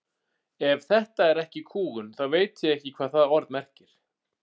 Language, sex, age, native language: Icelandic, male, 40-49, Icelandic